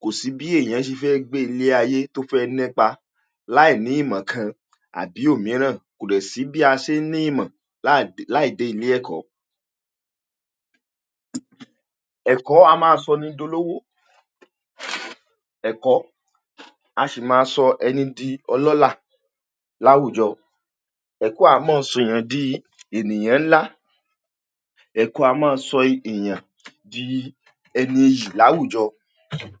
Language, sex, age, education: Yoruba, male, 46-60, tertiary